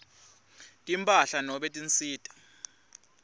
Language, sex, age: Swati, male, 20